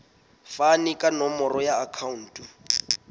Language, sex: Southern Sotho, male